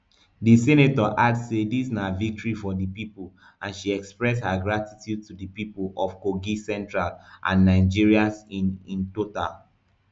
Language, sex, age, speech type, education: Nigerian Pidgin, male, 15-29, spontaneous, tertiary